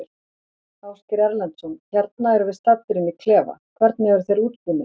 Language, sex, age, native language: Icelandic, female, 40-49, Icelandic